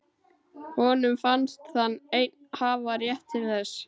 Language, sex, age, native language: Icelandic, male, 12, Icelandic